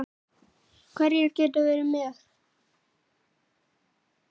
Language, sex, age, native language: Icelandic, male, 9, Icelandic